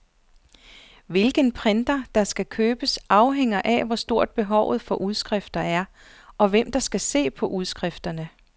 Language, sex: Danish, female